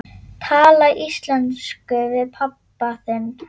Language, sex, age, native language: Icelandic, female, 9, Icelandic